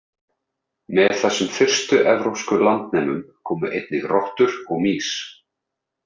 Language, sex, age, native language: Icelandic, male, 30-39, Icelandic